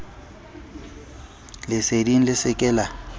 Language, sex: Southern Sotho, male